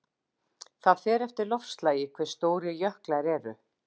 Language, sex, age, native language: Icelandic, female, 50-59, Icelandic